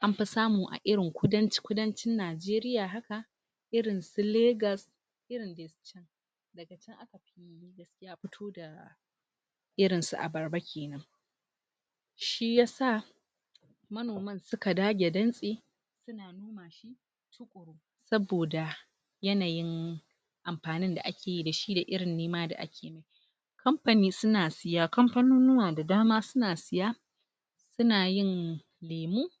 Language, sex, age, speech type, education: Hausa, female, 46-60, spontaneous, tertiary